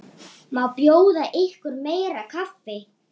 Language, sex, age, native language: Icelandic, male, 8, Icelandic